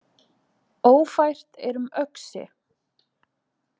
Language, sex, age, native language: Icelandic, female, 20-29, Icelandic